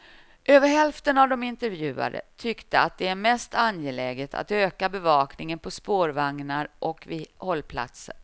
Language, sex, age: Swedish, female, 53